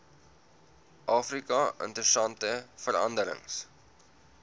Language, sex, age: Afrikaans, male, 19